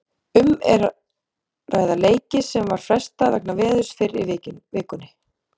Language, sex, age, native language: Icelandic, female, 30-39, Icelandic